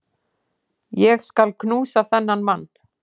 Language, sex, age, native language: Icelandic, female, 10, Icelandic